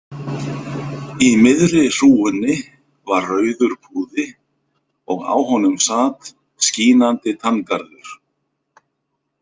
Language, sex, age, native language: Icelandic, male, 50-59, Icelandic